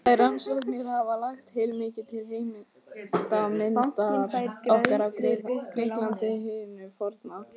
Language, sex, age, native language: Icelandic, female, 18-19, Icelandic